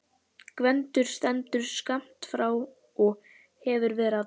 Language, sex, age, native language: Icelandic, female, 11, Icelandic